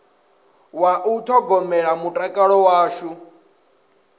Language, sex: Venda, male